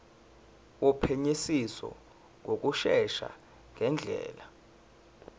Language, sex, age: Zulu, male, 19